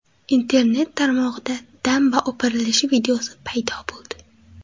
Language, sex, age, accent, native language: Uzbek, female, 18-24, Xorazm, Uzbek